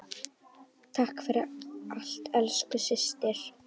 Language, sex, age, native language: Icelandic, female, 10, Icelandic